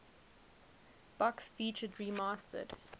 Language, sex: English, female